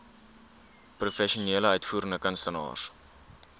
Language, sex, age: Afrikaans, male, 19